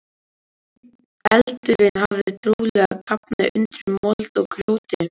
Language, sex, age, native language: Icelandic, male, 12, Icelandic